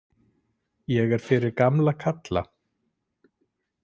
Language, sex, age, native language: Icelandic, male, 40-49, Icelandic